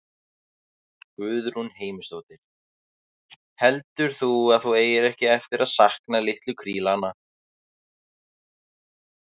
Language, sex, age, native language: Icelandic, male, 18-19, Icelandic